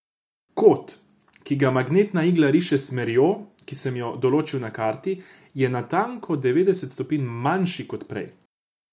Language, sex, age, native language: Slovenian, male, 18-29, Croatian